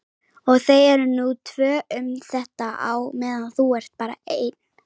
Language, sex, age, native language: Icelandic, female, 18-19, Icelandic